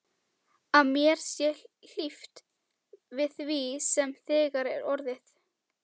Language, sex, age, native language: Icelandic, female, 12, Icelandic